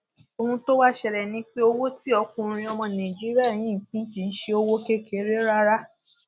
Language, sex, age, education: Yoruba, female, 46-60, secondary